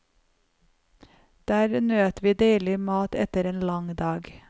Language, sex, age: Norwegian, female, 45